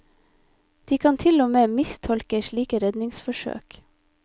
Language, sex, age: Norwegian, female, 25